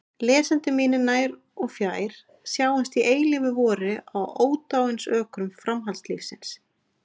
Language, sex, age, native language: Icelandic, female, 30-39, Icelandic